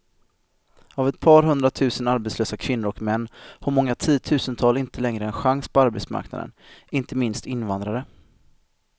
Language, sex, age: Swedish, male, 25